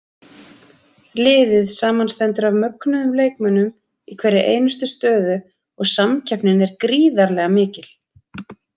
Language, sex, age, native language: Icelandic, female, 30-39, Icelandic